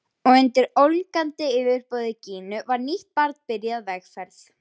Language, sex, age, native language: Icelandic, female, 11, Icelandic